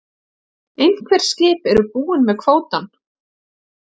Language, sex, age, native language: Icelandic, female, 30-39, Icelandic